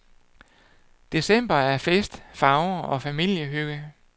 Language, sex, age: Danish, male, 48